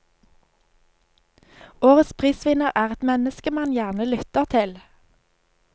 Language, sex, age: Norwegian, female, 25